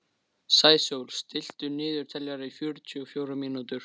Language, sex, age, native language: Icelandic, male, 13, Icelandic